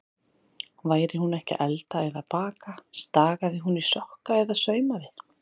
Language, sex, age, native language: Icelandic, female, 30-39, Icelandic